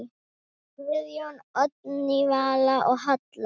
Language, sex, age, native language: Icelandic, female, 9, Icelandic